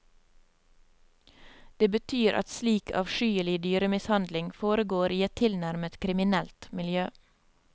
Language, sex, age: Norwegian, female, 27